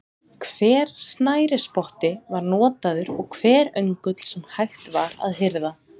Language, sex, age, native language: Icelandic, female, 20-29, Icelandic